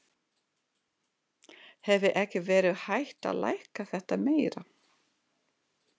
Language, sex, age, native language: Icelandic, female, 40-49, Russian